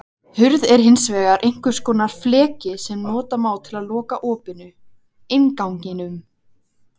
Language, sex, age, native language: Icelandic, female, 17, Icelandic